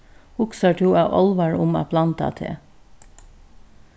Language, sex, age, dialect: Faroese, female, 36-60, Norðurstreymoy/Eysturoy